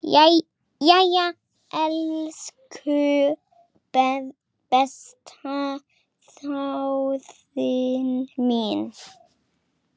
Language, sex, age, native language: Icelandic, female, 8, Icelandic